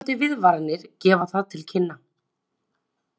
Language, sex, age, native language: Icelandic, female, 30-39, Icelandic